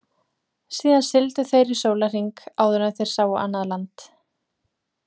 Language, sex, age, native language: Icelandic, female, 20-29, Icelandic